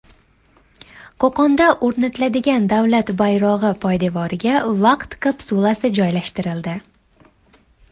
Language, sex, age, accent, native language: Uzbek, female, 19-29, Andijon, Uzbek